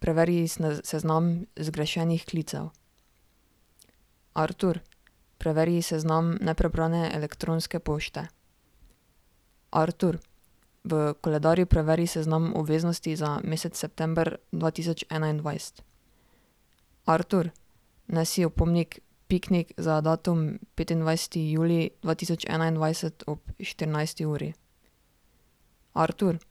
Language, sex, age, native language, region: Slovenian, female, 18-29, Slovenian, Drava region